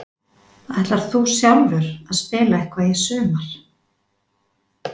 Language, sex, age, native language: Icelandic, female, 50-59, Icelandic